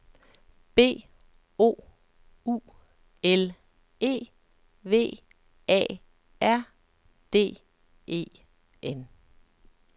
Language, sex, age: Danish, male, 37